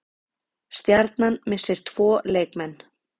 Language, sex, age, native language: Icelandic, female, 30-39, Icelandic